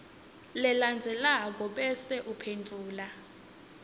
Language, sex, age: Swati, female, 19